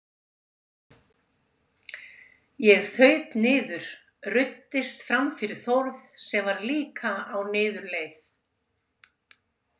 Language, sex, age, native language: Icelandic, female, 70-79, Icelandic